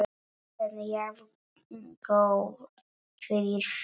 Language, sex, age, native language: Icelandic, male, 9, Polish